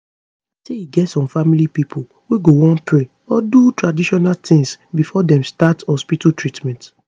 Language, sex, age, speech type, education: Nigerian Pidgin, female, 15-29, spontaneous, tertiary